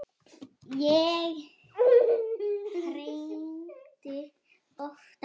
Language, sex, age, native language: Icelandic, female, 9, Icelandic